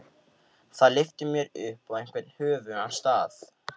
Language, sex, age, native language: Icelandic, male, 13, Icelandic